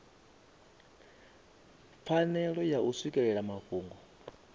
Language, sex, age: Venda, male, 24